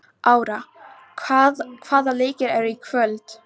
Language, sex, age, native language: Icelandic, female, 18-19, Polish